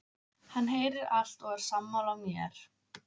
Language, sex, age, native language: Icelandic, female, 15, Icelandic